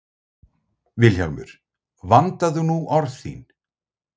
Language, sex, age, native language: Icelandic, male, 30-39, Icelandic